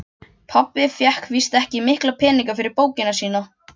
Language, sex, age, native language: Icelandic, other, 12, Icelandic